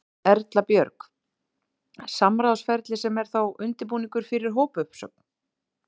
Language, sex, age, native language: Icelandic, female, 30-39, Icelandic